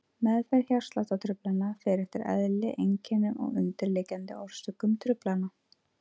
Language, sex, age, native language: Icelandic, female, 30-39, Icelandic